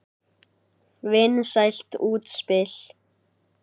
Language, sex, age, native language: Icelandic, male, 9, Icelandic